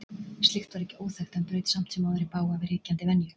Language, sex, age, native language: Icelandic, female, 40-49, Icelandic